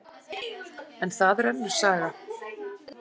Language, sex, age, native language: Icelandic, female, 40-49, Icelandic